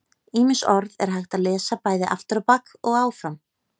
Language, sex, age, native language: Icelandic, female, 30-39, Icelandic